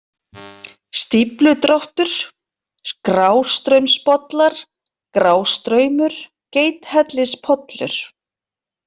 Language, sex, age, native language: Icelandic, female, 40-49, Icelandic